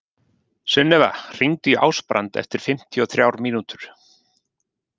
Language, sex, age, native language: Icelandic, male, 50-59, Icelandic